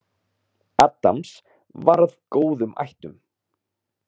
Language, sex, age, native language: Icelandic, male, 30-39, Icelandic